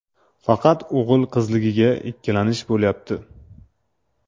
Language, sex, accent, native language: Uzbek, male, Toshkent shahri, Uzbek